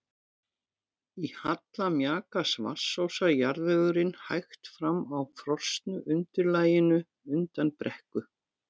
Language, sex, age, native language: Icelandic, female, 50-59, Icelandic